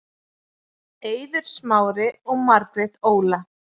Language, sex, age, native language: Icelandic, female, 40-49, Icelandic